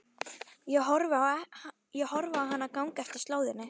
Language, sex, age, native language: Icelandic, female, 12, Icelandic